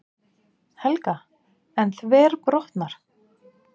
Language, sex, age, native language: Icelandic, female, 30-39, Icelandic